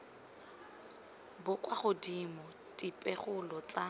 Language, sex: Tswana, female